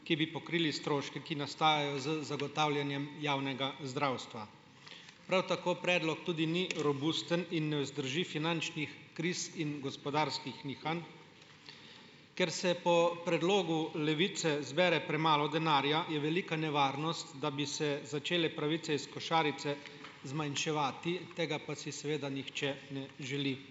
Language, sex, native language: Slovenian, male, Slovenian